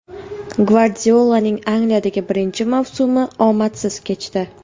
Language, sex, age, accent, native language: Uzbek, female, 18-24, Toshkent viloyati, Uzbek